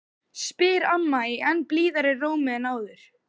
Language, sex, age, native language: Icelandic, male, 12, Icelandic